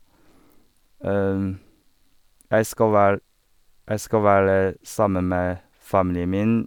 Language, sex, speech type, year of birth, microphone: Norwegian, male, spontaneous, 1985, Sennheiser